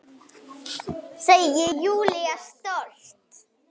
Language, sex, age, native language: Icelandic, female, 8, Icelandic